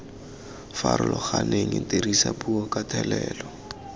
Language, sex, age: Tswana, male, 19